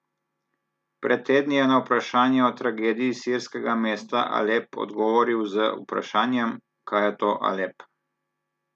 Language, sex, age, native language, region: Slovenian, male, 30-49, Slovenian, Southeast Slovenia